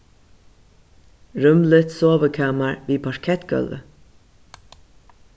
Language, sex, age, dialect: Faroese, female, 36-60, Suðurstreymoy